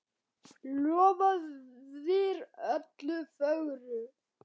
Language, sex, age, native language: Icelandic, male, 10, Icelandic